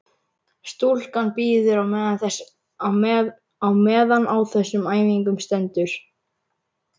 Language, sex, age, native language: Icelandic, male, 11, Icelandic